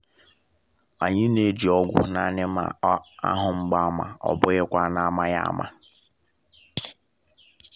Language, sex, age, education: Igbo, male, 15-29, secondary